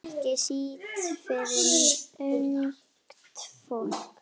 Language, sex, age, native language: Icelandic, female, 8, Icelandic